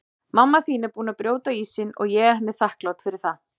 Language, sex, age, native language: Icelandic, female, 40-49, Icelandic